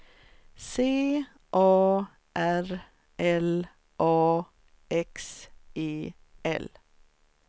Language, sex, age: Swedish, female, 44